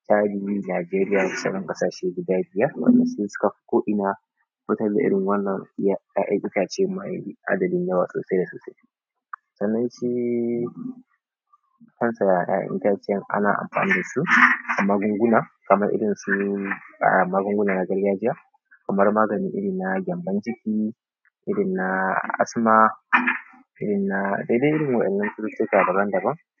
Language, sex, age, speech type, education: Hausa, male, 15-29, spontaneous, tertiary